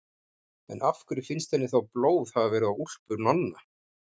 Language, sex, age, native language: Icelandic, male, 50-59, Icelandic